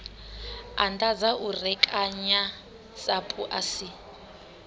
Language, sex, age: Venda, female, 25